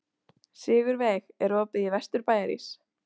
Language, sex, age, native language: Icelandic, female, 18-19, Icelandic